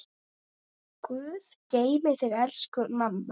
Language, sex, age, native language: Icelandic, male, 8, Icelandic